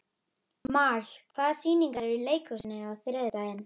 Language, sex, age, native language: Icelandic, female, 11, Icelandic